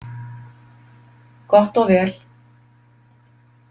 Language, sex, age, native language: Icelandic, female, 50-59, Icelandic